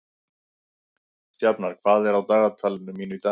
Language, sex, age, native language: Icelandic, male, 50-59, Icelandic